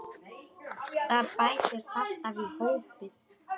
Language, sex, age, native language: Icelandic, male, 10, Polish